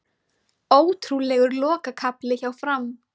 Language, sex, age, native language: Icelandic, female, 20-29, Icelandic